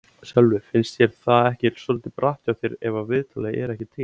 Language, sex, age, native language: Icelandic, male, 17, Icelandic